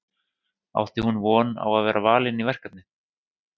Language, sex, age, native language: Icelandic, male, 30-39, Icelandic